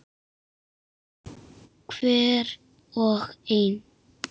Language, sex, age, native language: Icelandic, female, 6, Icelandic